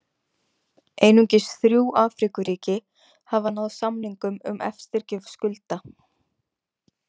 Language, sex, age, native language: Icelandic, female, 20-29, Icelandic